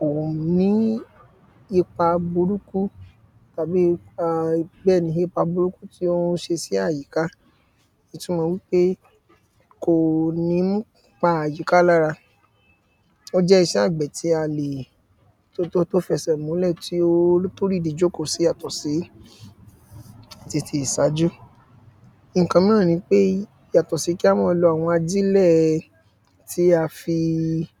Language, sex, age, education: Yoruba, male, 15-29, secondary